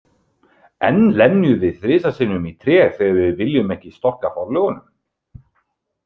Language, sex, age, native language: Icelandic, male, 30-39, Icelandic